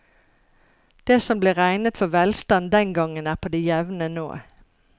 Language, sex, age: Norwegian, female, 54